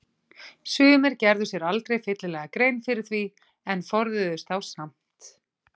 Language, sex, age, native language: Icelandic, female, 40-49, Icelandic